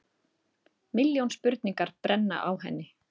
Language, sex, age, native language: Icelandic, female, 30-39, Icelandic